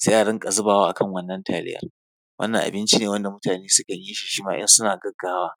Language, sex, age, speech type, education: Hausa, male, 30-45, spontaneous, tertiary